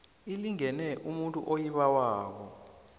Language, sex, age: South Ndebele, male, 22